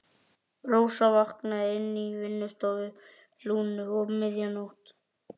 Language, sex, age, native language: Icelandic, male, 11, Icelandic